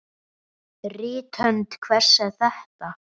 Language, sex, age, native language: Icelandic, male, 9, Icelandic